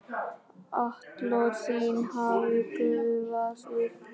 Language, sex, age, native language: Icelandic, male, 10, Icelandic